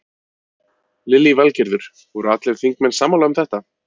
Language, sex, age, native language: Icelandic, male, 30-39, Icelandic